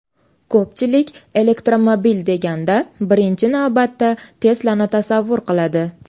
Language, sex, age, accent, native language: Uzbek, female, 18-24, Toshkent shahri, Uzbek